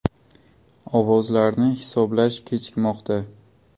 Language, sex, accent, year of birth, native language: Uzbek, male, Buxoro, 2002, Uzbek